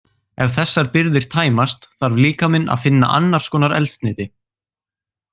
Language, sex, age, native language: Icelandic, male, 18-19, Icelandic